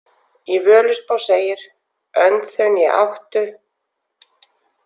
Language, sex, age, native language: Icelandic, female, 40-49, Icelandic